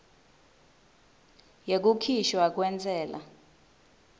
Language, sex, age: Swati, female, 19